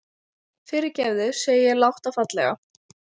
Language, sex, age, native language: Icelandic, female, 12, Icelandic